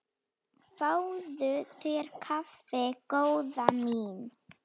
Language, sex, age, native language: Icelandic, female, 8, Slovak